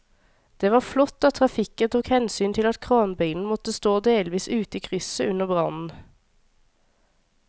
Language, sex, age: Norwegian, female, 26